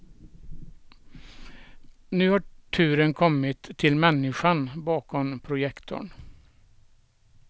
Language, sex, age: Swedish, male, 67